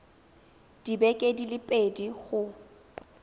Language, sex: Tswana, female